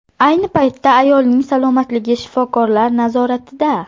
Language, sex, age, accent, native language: Uzbek, female, 18-24, Toshkent shahri, Uzbek